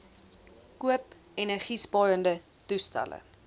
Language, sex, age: Afrikaans, female, 20